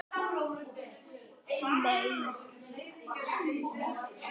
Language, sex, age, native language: Icelandic, female, 18-19, Icelandic